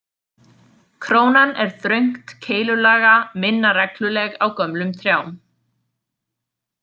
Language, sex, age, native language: Icelandic, female, 20-29, Icelandic